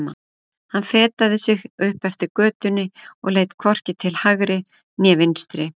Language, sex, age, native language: Icelandic, female, 40-49, Icelandic